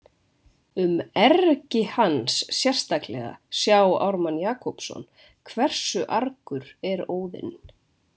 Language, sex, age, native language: Icelandic, female, 20-29, Icelandic